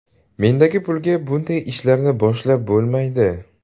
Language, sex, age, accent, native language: Uzbek, male, 18-24, Sirdaryo, Uzbek